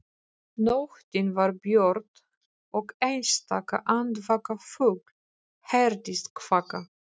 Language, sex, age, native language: Icelandic, female, 40-49, Polish